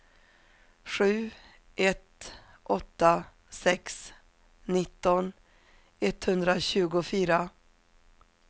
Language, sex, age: Swedish, female, 47